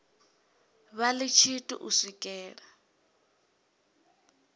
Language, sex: Venda, female